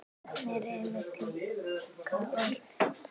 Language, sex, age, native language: Icelandic, female, 8, Icelandic